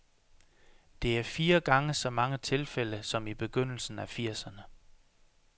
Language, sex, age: Danish, male, 33